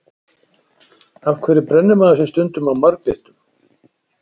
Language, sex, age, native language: Icelandic, male, 60-69, Icelandic